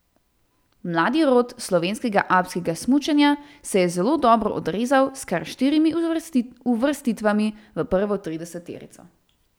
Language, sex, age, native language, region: Slovenian, female, 18-29, Slovenian, Central Slovenia